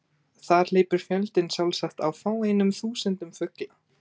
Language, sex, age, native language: Icelandic, male, 18-19, Icelandic